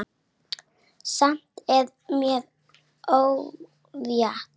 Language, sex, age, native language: Icelandic, male, 8, Icelandic